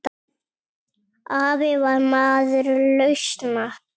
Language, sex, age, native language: Icelandic, male, 7, Icelandic